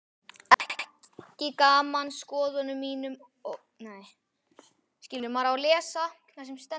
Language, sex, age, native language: Icelandic, male, 12, Icelandic